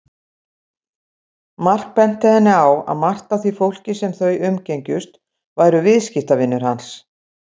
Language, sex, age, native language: Icelandic, female, 60-69, Icelandic